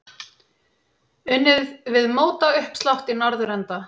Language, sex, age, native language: Icelandic, female, 30-39, Icelandic